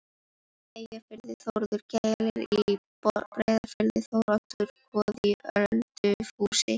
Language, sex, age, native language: Icelandic, female, 13, Icelandic